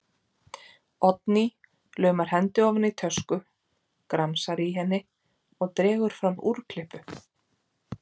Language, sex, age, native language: Icelandic, female, 40-49, Icelandic